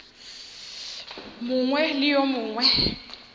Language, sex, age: Northern Sotho, female, 21